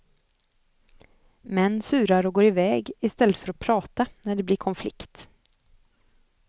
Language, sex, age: Swedish, female, 25